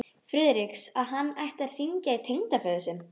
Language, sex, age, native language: Icelandic, female, 13, Icelandic